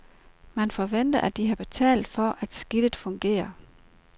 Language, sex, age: Danish, female, 38